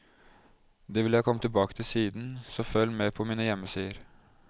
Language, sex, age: Norwegian, male, 20